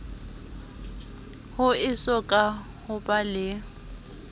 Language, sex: Southern Sotho, female